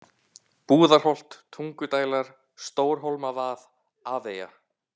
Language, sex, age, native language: Icelandic, male, 18-19, Icelandic